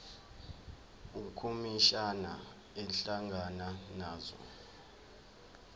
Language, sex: Zulu, male